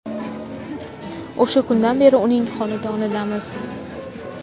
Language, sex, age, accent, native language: Uzbek, female, 19-29, Toshkent shahri, Uzbek